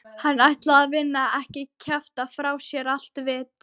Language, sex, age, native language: Icelandic, female, 12, Icelandic